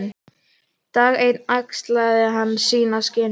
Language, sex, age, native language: Icelandic, female, 12, Icelandic